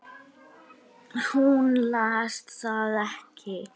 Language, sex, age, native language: Icelandic, male, 8, Icelandic